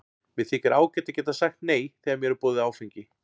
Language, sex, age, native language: Icelandic, male, 40-49, Icelandic